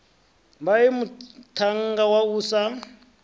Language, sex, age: Venda, male, 33